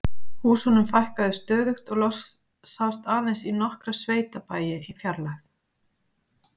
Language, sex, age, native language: Icelandic, female, 50-59, Icelandic